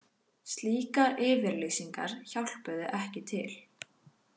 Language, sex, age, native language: Icelandic, female, 18-19, Icelandic